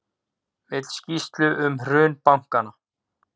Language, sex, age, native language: Icelandic, male, 40-49, Icelandic